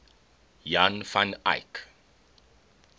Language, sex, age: English, male, 21